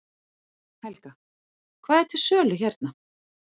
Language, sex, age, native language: Icelandic, female, 40-49, Icelandic